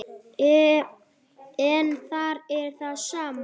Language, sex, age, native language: Icelandic, male, 8, Icelandic